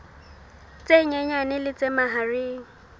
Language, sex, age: Southern Sotho, female, 18